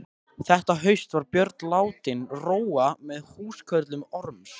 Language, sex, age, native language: Icelandic, male, 13, Icelandic